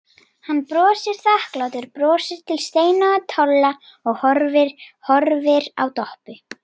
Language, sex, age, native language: Icelandic, female, 40-49, Icelandic